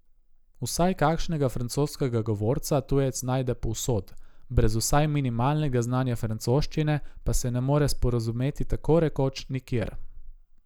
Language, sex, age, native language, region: Slovenian, male, 18-29, Slovenian, Gorica region